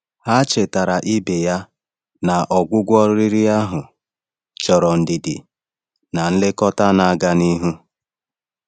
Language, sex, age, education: Igbo, male, 30-45, tertiary